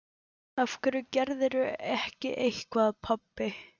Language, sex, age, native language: Icelandic, male, 11, Icelandic